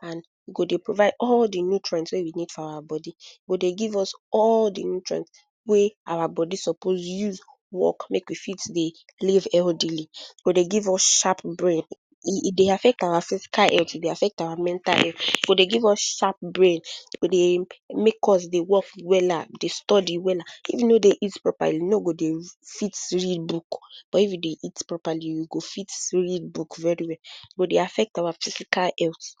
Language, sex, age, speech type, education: Nigerian Pidgin, female, 15-29, spontaneous, secondary